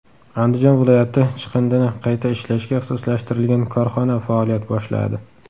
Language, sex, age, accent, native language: Uzbek, male, 18-24, Samarqand, Uzbek